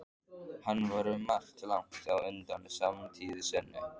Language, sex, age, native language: Icelandic, male, 14, Icelandic